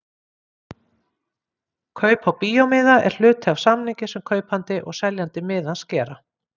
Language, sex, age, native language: Icelandic, female, 50-59, Icelandic